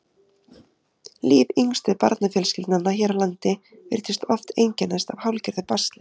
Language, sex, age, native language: Icelandic, female, 30-39, Icelandic